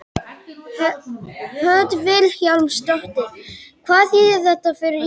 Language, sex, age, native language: Icelandic, male, 12, Icelandic